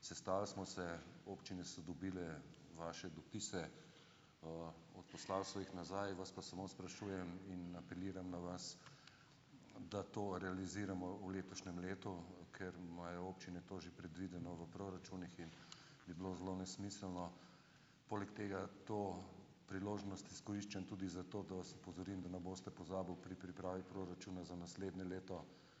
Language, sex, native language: Slovenian, male, Slovenian